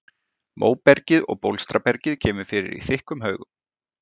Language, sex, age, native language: Icelandic, male, 40-49, Icelandic